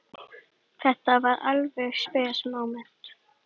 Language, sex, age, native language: Icelandic, female, 10, Icelandic